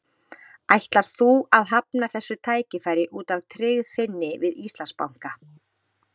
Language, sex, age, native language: Icelandic, female, 30-39, Icelandic